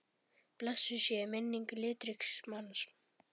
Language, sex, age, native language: Icelandic, male, 10, Icelandic